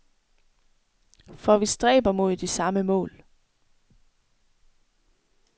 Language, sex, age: Danish, female, 24